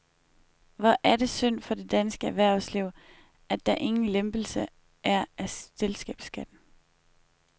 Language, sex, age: Danish, female, 21